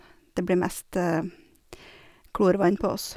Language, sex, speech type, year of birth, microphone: Norwegian, female, spontaneous, 1970, Sennheiser